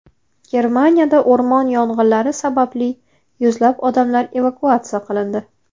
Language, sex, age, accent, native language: Uzbek, female, 19-29, Navoiy, Uzbek